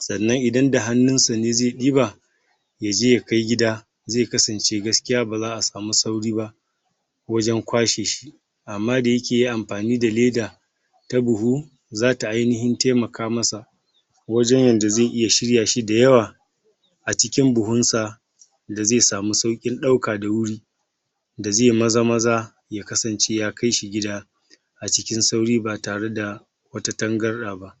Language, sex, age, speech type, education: Hausa, male, 60+, spontaneous, tertiary